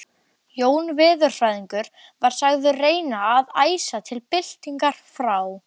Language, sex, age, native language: Icelandic, male, 12, Icelandic